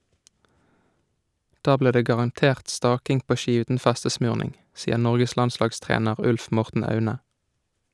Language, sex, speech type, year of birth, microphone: Norwegian, male, read, 1987, Shure